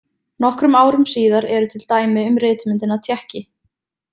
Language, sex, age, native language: Icelandic, female, 20-29, Icelandic